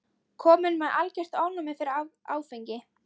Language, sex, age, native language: Icelandic, female, 13, Icelandic